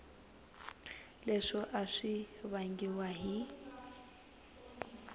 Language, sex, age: Tsonga, female, 19